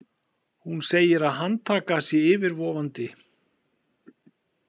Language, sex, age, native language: Icelandic, male, 40-49, Icelandic